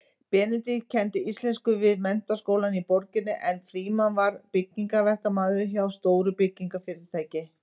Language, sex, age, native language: Icelandic, female, 50-59, Icelandic